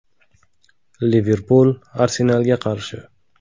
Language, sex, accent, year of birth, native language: Uzbek, male, Qashqadaryo, 1995, Uzbek